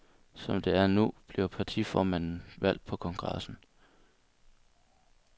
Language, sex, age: Danish, male, 22